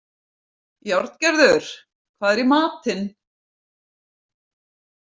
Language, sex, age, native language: Icelandic, female, 50-59, Icelandic